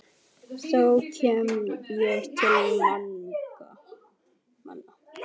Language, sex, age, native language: Icelandic, male, 10, Icelandic